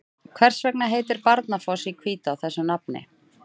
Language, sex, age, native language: Icelandic, female, 30-39, Icelandic